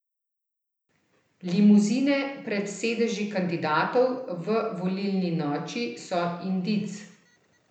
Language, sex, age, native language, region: Slovenian, female, 30-49, Slovenian, Central Slovenia